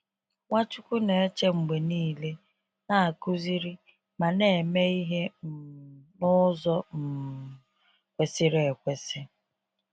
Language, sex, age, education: Igbo, female, 30-45, tertiary